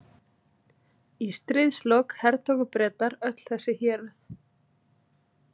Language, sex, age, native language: Icelandic, female, 30-39, Icelandic